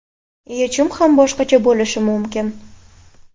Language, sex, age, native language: Uzbek, female, 18-24, Uzbek